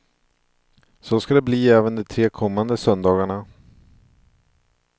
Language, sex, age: Swedish, male, 42